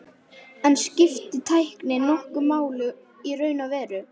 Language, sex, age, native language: Icelandic, male, 11, Icelandic